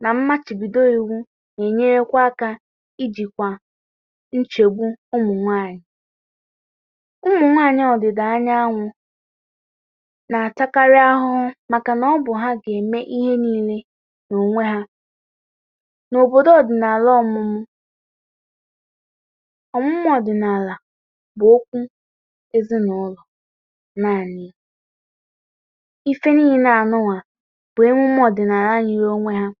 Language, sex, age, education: Igbo, female, 30-45, tertiary